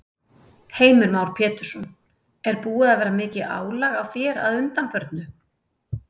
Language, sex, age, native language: Icelandic, female, 30-39, Icelandic